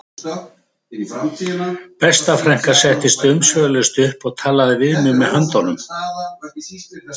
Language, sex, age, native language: Icelandic, male, 70-79, Icelandic